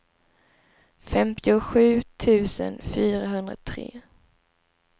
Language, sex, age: Swedish, female, 19